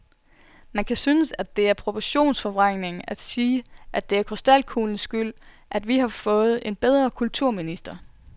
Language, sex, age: Danish, female, 24